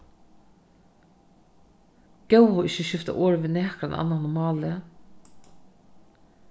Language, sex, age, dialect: Faroese, female, 36-60, Norðurstreymoy/Eysturoy